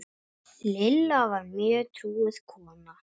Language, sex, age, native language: Icelandic, male, 9, Icelandic